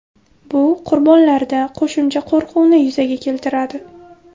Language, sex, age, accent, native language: Uzbek, female, 18-24, Buxoro, Uzbek